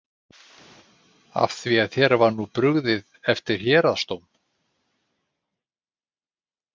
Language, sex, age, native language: Icelandic, male, 60-69, Icelandic